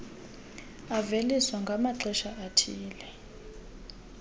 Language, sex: Xhosa, female